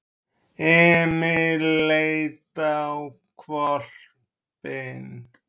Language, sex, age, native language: Icelandic, male, 30-39, Icelandic